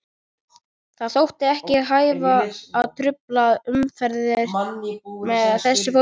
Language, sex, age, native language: Icelandic, male, 13, Icelandic